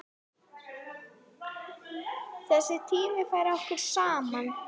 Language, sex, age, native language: Icelandic, female, 8, Icelandic